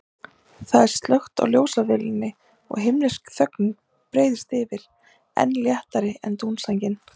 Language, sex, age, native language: Icelandic, female, 30-39, Icelandic